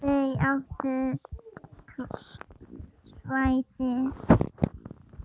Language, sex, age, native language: Icelandic, female, 10, Icelandic